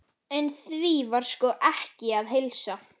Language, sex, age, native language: Icelandic, female, 12, Icelandic